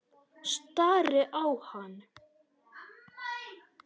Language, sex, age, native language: Icelandic, male, 10, Icelandic